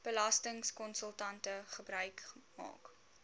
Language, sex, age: Afrikaans, female, 19